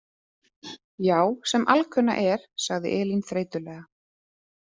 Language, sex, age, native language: Icelandic, female, 30-39, Icelandic